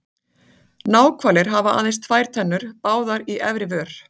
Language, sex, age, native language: Icelandic, female, 40-49, Icelandic